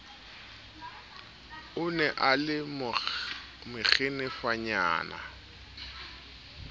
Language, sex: Southern Sotho, male